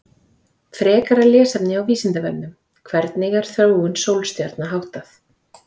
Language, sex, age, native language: Icelandic, female, 30-39, Icelandic